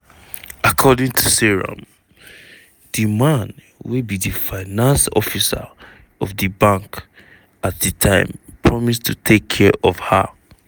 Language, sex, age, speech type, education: Nigerian Pidgin, male, 15-29, spontaneous, tertiary